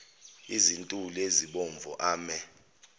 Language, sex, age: Zulu, male, 29